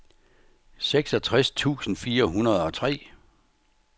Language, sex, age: Danish, male, 64